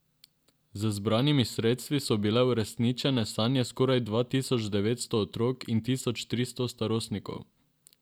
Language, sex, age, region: Slovenian, male, 18-29, Drava region